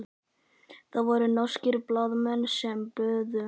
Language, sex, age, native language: Icelandic, male, 11, Icelandic